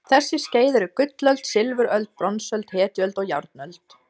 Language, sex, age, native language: Icelandic, female, 20-29, Icelandic